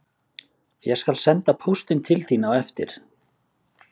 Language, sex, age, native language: Icelandic, male, 30-39, Icelandic